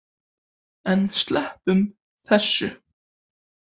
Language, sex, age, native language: Icelandic, male, 18-19, Icelandic